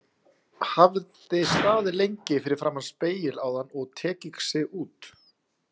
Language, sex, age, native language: Icelandic, male, 40-49, Icelandic